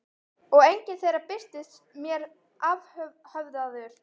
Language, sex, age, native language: Icelandic, female, 12, Icelandic